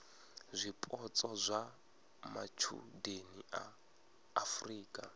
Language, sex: Venda, male